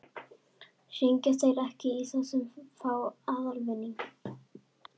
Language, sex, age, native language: Icelandic, female, 11, Icelandic